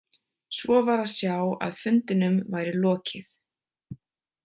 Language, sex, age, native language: Icelandic, female, 20-29, Icelandic